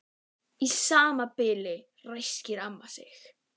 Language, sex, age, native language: Icelandic, female, 12, Icelandic